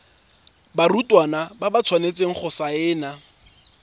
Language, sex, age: Tswana, male, 24